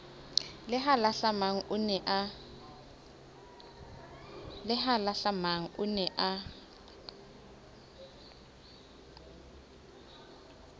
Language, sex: Southern Sotho, female